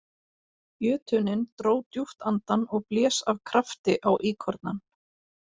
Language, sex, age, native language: Icelandic, female, 40-49, Icelandic